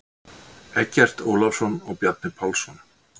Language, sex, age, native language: Icelandic, male, 60-69, Icelandic